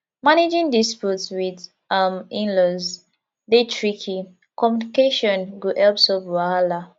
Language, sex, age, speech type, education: Nigerian Pidgin, female, 15-29, spontaneous, tertiary